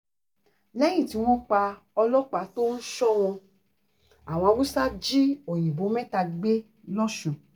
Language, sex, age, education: Yoruba, female, 30-45, tertiary